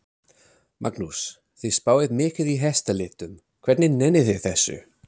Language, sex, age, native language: Icelandic, male, 30-39, English